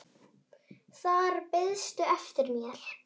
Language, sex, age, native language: Icelandic, male, 7, Icelandic